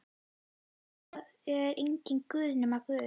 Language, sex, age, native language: Icelandic, female, 11, Icelandic